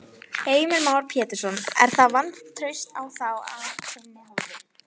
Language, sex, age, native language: Icelandic, female, 18-19, Icelandic